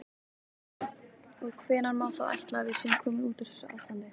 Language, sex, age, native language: Icelandic, female, 18-19, Icelandic